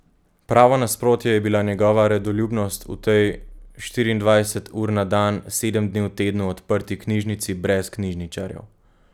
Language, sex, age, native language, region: Slovenian, male, 18-29, Slovenian, Gorenjska region